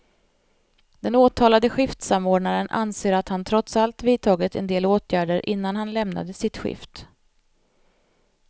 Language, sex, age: Swedish, female, 45